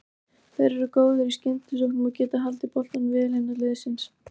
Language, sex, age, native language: Icelandic, female, 18-19, Icelandic